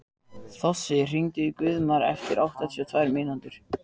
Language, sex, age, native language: Icelandic, male, 14, Icelandic